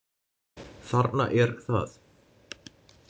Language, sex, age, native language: Icelandic, male, 20-29, Icelandic